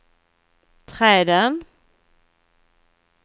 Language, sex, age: Swedish, female, 41